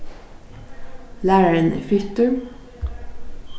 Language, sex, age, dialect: Faroese, female, 15-35, Vágar